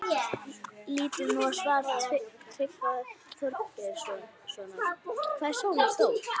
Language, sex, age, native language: Icelandic, female, 60-69, Icelandic